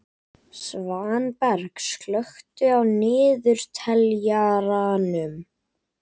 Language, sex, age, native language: Icelandic, male, 11, Icelandic